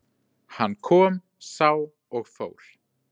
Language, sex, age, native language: Icelandic, male, 20-29, Icelandic